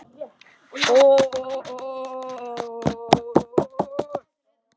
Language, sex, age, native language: Icelandic, male, 10, Icelandic